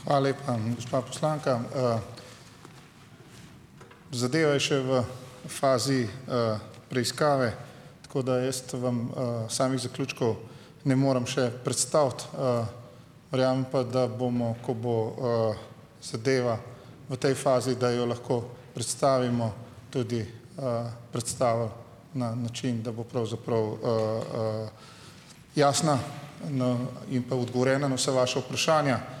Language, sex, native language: Slovenian, male, Slovenian